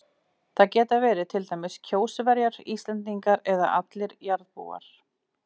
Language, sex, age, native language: Icelandic, female, 40-49, Icelandic